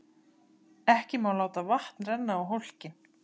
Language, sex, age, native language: Icelandic, female, 30-39, Icelandic